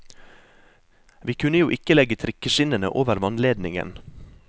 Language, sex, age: Norwegian, male, 23